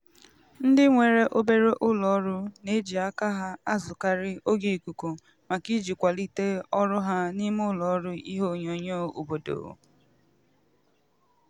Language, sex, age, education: Igbo, female, 15-29, tertiary